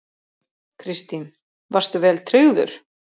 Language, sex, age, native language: Icelandic, female, 30-39, Icelandic